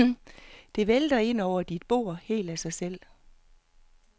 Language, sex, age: Danish, female, 48